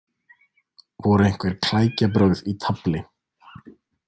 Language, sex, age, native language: Icelandic, male, 20-29, Icelandic